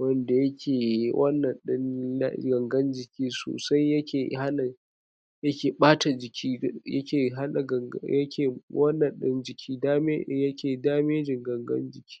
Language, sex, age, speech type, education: Hausa, male, 46-60, spontaneous, tertiary